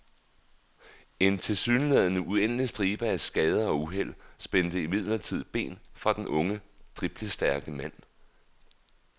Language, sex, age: Danish, male, 39